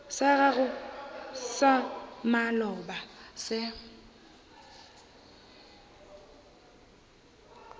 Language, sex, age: Northern Sotho, female, 21